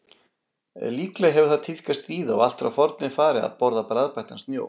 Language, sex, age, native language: Icelandic, male, 40-49, Icelandic